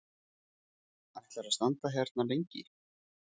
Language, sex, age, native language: Icelandic, male, 40-49, Icelandic